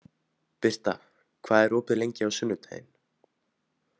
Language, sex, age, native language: Icelandic, male, 18-19, Icelandic